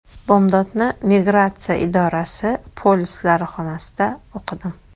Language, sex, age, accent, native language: Uzbek, female, 25-34, Toshkent shahri, Uzbek